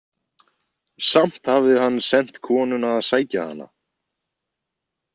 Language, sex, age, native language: Icelandic, male, 20-29, Icelandic